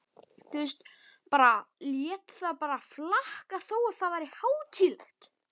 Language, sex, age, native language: Icelandic, male, 11, Icelandic